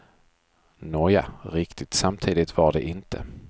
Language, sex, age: Swedish, male, 42